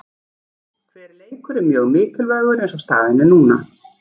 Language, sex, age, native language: Icelandic, female, 40-49, Icelandic